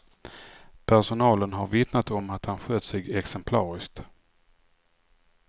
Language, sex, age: Swedish, male, 44